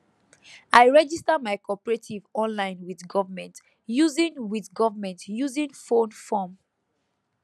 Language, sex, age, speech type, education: Nigerian Pidgin, female, 15-29, spontaneous, tertiary